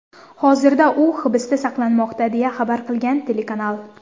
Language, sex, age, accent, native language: Uzbek, female, under 19, Surxondaryo, Uzbek